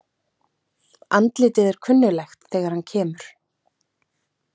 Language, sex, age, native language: Icelandic, female, 30-39, Icelandic